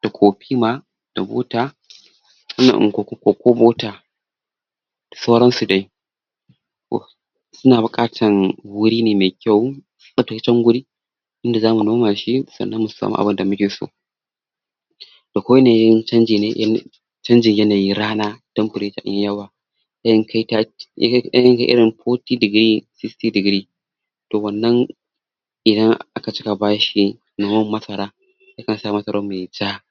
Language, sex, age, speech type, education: Hausa, male, 46-60, spontaneous, tertiary